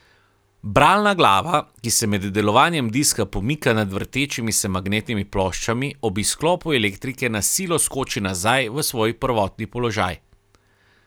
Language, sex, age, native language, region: Slovenian, male, 30-49, Slovenian, Carinthia region